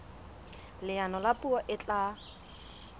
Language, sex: Southern Sotho, female